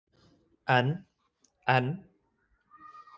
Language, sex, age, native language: Icelandic, male, 20-29, Icelandic